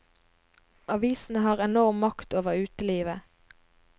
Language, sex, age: Norwegian, female, 22